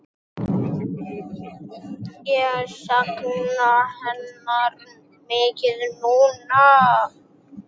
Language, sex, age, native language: Icelandic, male, 6, Icelandic